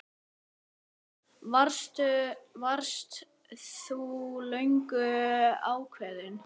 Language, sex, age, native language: Icelandic, male, 9, Icelandic